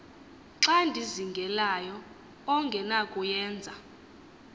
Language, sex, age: Xhosa, female, 22